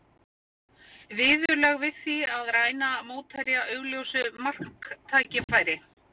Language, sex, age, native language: Icelandic, female, 50-59, Icelandic